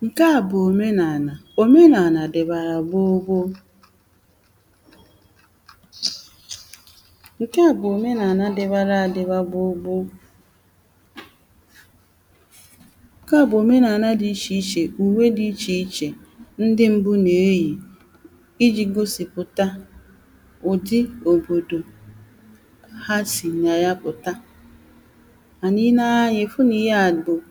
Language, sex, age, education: Igbo, female, 30-45, primary